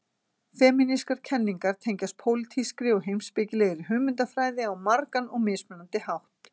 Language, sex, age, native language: Icelandic, female, 40-49, Icelandic